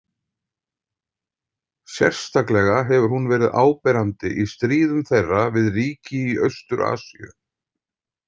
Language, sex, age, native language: Icelandic, male, 50-59, Icelandic